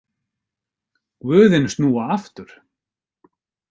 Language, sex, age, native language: Icelandic, male, 50-59, Icelandic